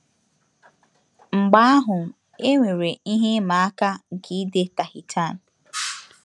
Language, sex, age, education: Igbo, female, 15-29, tertiary